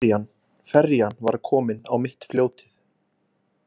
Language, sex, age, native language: Icelandic, male, 20-29, Icelandic